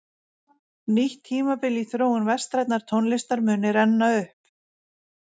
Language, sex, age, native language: Icelandic, female, 40-49, Icelandic